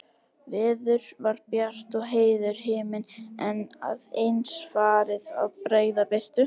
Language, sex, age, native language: Icelandic, female, 70-79, Icelandic